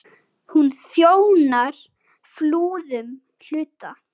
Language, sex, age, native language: Icelandic, male, 9, Icelandic